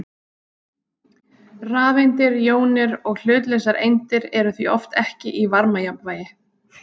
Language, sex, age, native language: Icelandic, female, 30-39, Icelandic